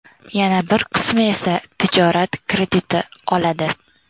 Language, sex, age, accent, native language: Uzbek, female, under 19, Toshkent viloyati, Uzbek